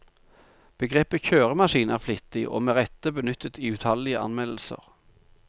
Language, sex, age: Norwegian, male, 45